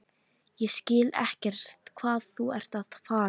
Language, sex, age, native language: Icelandic, female, 13, Icelandic